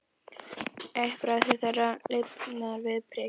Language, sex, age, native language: Icelandic, female, 11, Icelandic